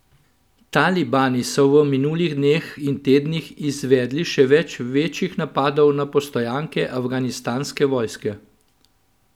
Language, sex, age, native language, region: Slovenian, male, 50-59, Slovenian, Central Slovenia